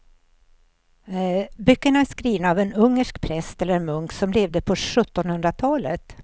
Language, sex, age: Swedish, female, 64